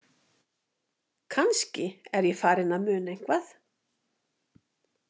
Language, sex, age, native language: Icelandic, female, 50-59, Icelandic